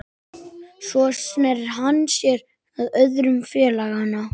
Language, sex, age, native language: Icelandic, male, 11, Icelandic